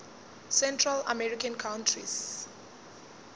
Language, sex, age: Northern Sotho, female, 20